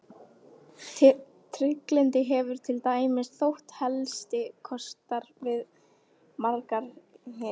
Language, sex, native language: Icelandic, female, Icelandic